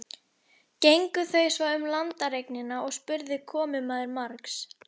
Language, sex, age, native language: Icelandic, female, 11, Icelandic